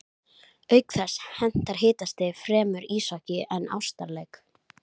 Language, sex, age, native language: Icelandic, female, 11, Icelandic